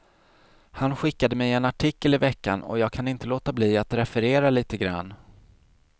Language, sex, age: Swedish, male, 40